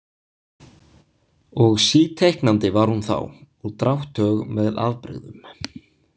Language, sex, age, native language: Icelandic, male, 20-29, Icelandic